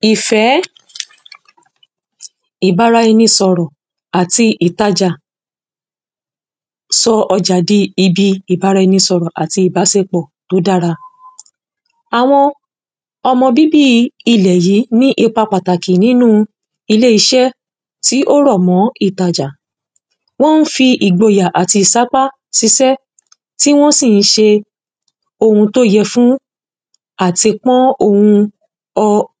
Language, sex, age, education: Yoruba, female, 30-45, secondary